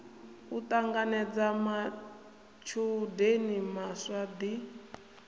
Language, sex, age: Venda, female, 28